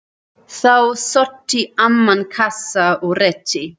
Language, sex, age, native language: Icelandic, female, 30-39, German